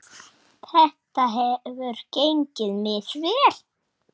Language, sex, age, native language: Icelandic, male, 7, Icelandic